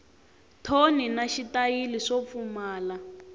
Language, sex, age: Tsonga, female, 18